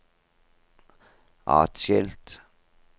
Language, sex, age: Norwegian, male, 38